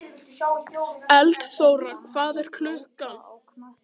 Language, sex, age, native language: Icelandic, other, 18-19, Icelandic